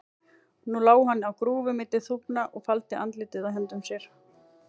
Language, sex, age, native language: Icelandic, female, 40-49, Icelandic